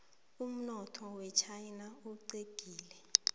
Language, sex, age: South Ndebele, female, 23